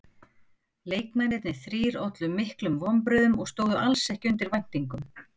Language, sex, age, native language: Icelandic, female, 50-59, Icelandic